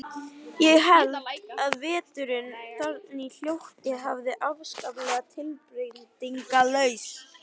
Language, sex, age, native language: Icelandic, female, 11, Icelandic